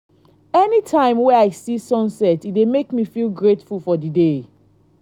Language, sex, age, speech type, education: Nigerian Pidgin, female, 30-45, spontaneous, tertiary